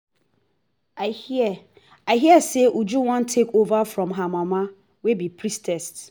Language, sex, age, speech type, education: Nigerian Pidgin, female, 30-45, spontaneous, tertiary